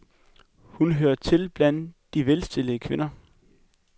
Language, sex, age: Danish, male, 21